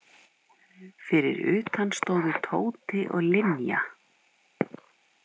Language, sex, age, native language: Icelandic, female, 50-59, Icelandic